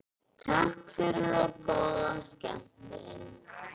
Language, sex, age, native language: Icelandic, female, 12, Icelandic